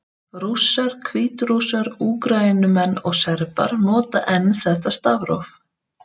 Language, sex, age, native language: Icelandic, female, 30-39, Icelandic